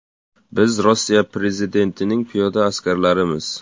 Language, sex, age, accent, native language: Uzbek, male, 18-24, Toshkent shahri, Uzbek